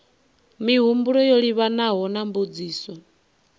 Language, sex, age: Venda, female, 19